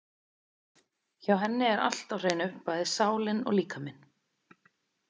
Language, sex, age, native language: Icelandic, female, 30-39, Icelandic